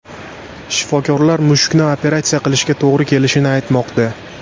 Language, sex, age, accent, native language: Uzbek, male, 18-24, Andijon, Uzbek